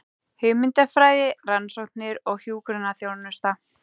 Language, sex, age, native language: Icelandic, female, 20-29, Icelandic